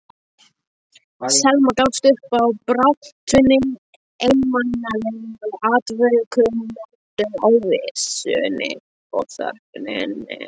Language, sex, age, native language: Icelandic, male, 13, Icelandic